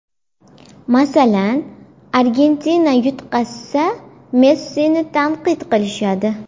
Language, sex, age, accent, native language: Uzbek, female, 25-34, Farg'ona, Uzbek